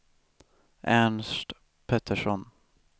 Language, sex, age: Swedish, male, 18